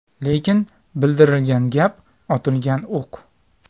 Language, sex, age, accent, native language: Uzbek, male, 25-34, Farg'ona, Uzbek